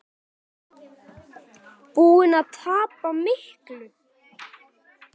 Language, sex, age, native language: Icelandic, male, 10, Icelandic